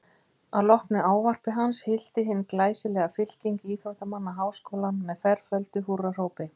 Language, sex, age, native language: Icelandic, female, 50-59, Icelandic